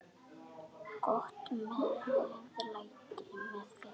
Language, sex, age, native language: Icelandic, female, 9, Icelandic